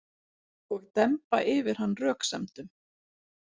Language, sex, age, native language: Icelandic, female, 40-49, Icelandic